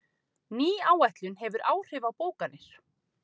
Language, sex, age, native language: Icelandic, female, 30-39, Icelandic